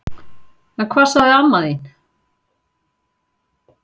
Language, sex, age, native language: Icelandic, female, 40-49, Icelandic